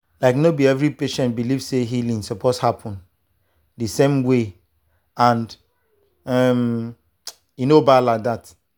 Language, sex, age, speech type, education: Nigerian Pidgin, male, 30-45, spontaneous, tertiary